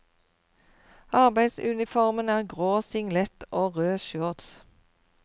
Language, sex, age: Norwegian, female, 52